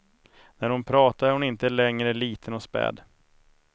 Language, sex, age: Swedish, male, 31